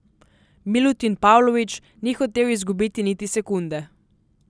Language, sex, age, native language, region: Slovenian, female, 18-29, Slovenian, Southeast Slovenia